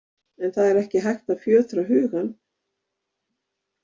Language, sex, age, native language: Icelandic, female, 50-59, Icelandic